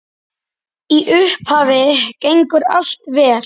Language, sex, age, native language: Icelandic, male, 10, Icelandic